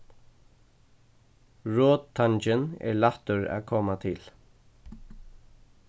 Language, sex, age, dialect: Faroese, male, 15-35, Suðurstreymoy